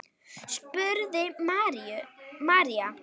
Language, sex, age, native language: Icelandic, female, 8, Icelandic